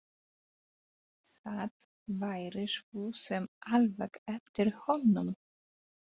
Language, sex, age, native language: Icelandic, female, 40-49, Polish